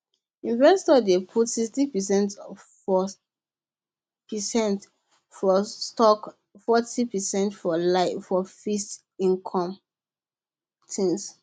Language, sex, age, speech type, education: Nigerian Pidgin, female, 15-29, spontaneous, secondary